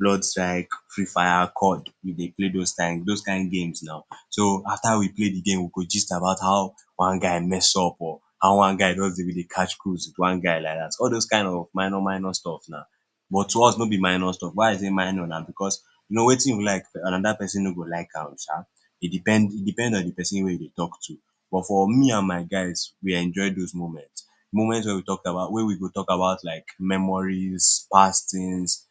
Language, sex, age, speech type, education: Nigerian Pidgin, male, 15-29, spontaneous, secondary